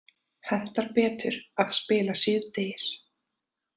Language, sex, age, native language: Icelandic, female, 30-39, Icelandic